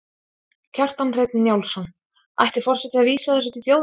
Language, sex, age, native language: Icelandic, female, 20-29, Icelandic